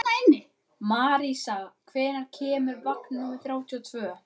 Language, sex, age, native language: Icelandic, male, 11, Icelandic